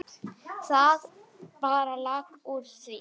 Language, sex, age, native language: Icelandic, female, 10, Icelandic